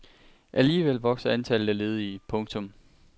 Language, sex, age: Danish, male, 23